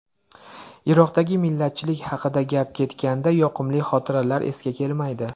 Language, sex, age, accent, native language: Uzbek, male, 25-34, Andijon, Uzbek